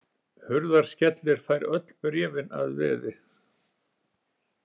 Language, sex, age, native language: Icelandic, male, 70-79, Icelandic